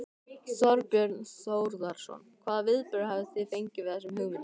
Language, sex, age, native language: Icelandic, male, 12, Icelandic